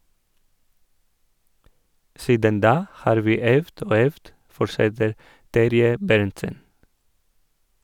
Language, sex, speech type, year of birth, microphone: Norwegian, male, read, 1986, Sennheiser